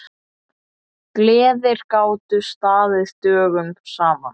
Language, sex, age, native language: Icelandic, male, 8, Icelandic